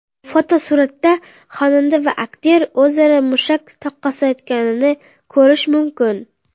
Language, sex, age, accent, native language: Uzbek, female, under 19, Qoraqalpog'iston, Karakalpak